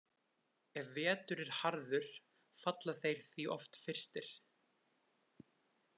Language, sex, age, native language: Icelandic, male, 20-29, Icelandic